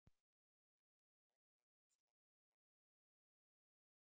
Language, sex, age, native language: Icelandic, male, 60-69, Icelandic